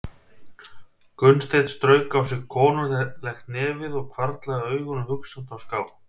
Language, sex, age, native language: Icelandic, male, 30-39, Icelandic